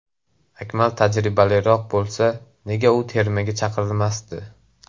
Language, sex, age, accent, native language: Uzbek, male, 18-24, Andijon, Uzbek